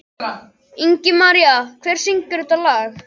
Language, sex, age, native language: Icelandic, other, 12, Icelandic